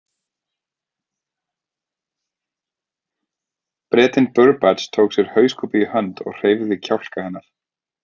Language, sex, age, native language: Icelandic, male, 30-39, Icelandic